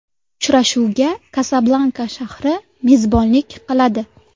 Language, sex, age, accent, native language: Uzbek, female, 19-29, Sirdaryo, Uzbek